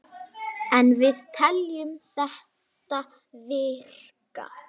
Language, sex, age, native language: Icelandic, female, 9, Icelandic